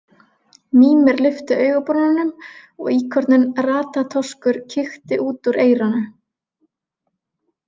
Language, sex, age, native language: Icelandic, female, 20-29, Icelandic